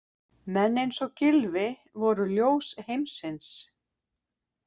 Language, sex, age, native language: Icelandic, female, 50-59, Icelandic